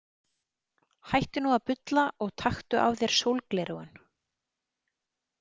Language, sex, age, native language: Icelandic, female, 30-39, Icelandic